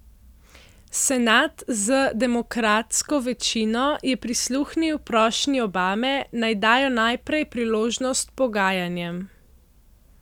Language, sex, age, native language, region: Slovenian, female, 18-29, Slovenian, Central Slovenia